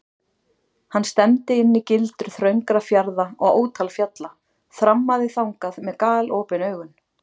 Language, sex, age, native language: Icelandic, female, 40-49, Icelandic